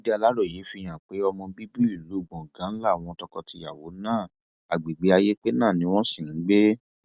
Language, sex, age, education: Yoruba, male, 15-29, tertiary